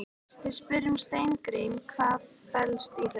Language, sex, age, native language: Icelandic, female, 13, Icelandic